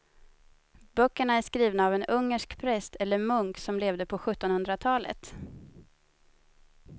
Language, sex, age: Swedish, female, 30